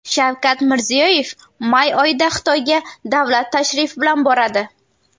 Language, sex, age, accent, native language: Uzbek, female, under 19, Navoiy, Uzbek